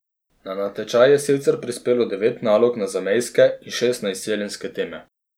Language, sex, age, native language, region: Slovenian, male, 30-49, Slovenian, Posavska region